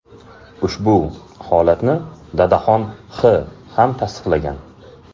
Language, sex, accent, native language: Uzbek, male, Andijon, Uzbek